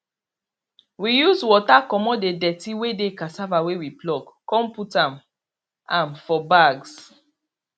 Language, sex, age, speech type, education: Nigerian Pidgin, female, 30-45, spontaneous, tertiary